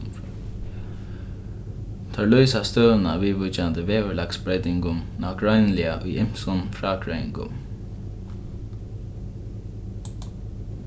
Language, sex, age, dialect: Faroese, male, 15-35, Norðuroyggjar